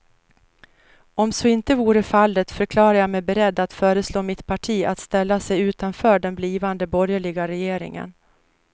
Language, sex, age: Swedish, female, 49